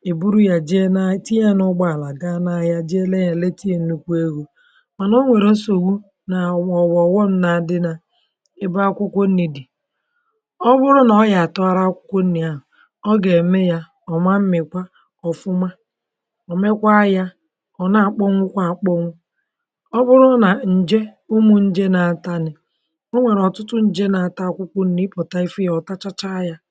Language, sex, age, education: Igbo, male, 30-45, tertiary